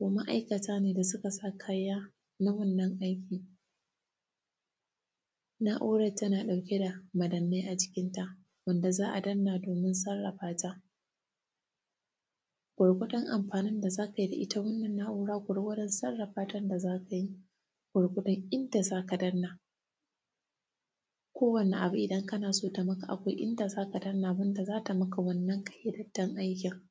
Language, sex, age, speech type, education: Hausa, female, 15-29, spontaneous, tertiary